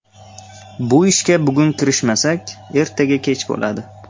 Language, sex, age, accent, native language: Uzbek, male, 18-24, Surxondaryo, Uzbek